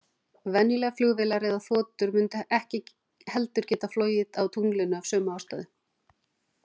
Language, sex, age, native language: Icelandic, female, 40-49, Icelandic